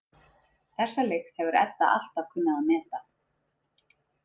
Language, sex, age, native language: Icelandic, female, 30-39, Icelandic